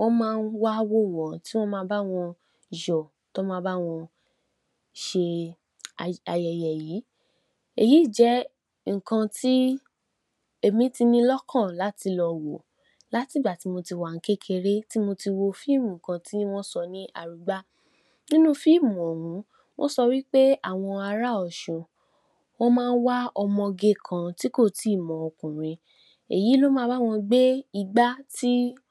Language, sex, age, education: Yoruba, female, 46-60, tertiary